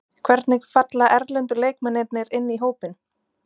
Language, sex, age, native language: Icelandic, female, 20-29, Icelandic